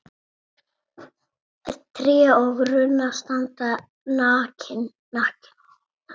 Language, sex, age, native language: Icelandic, female, 6, Icelandic